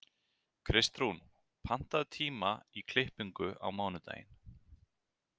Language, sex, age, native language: Icelandic, male, 30-39, Icelandic